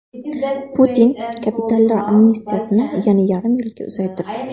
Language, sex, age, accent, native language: Uzbek, female, 19-29, Farg'ona, Uzbek